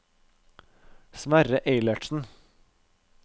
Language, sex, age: Norwegian, male, 32